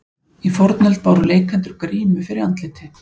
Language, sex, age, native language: Icelandic, female, 40-49, Icelandic